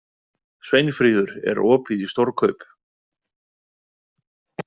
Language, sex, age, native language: Icelandic, male, 40-49, Icelandic